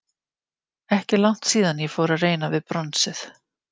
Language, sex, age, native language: Icelandic, female, 50-59, Icelandic